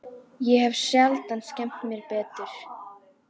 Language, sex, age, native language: Icelandic, female, 12, Icelandic